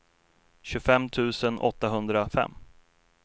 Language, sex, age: Swedish, male, 33